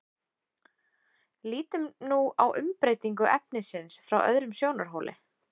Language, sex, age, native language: Icelandic, female, 20-29, Icelandic